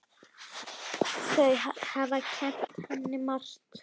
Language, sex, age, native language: Icelandic, female, 10, Icelandic